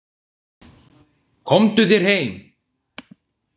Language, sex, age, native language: Icelandic, male, 18-19, Icelandic